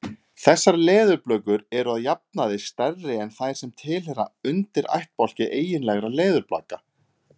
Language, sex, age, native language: Icelandic, male, 30-39, Icelandic